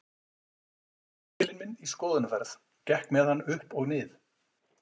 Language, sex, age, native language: Icelandic, male, 40-49, Icelandic